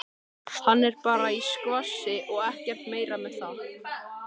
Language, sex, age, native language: Icelandic, male, 13, Icelandic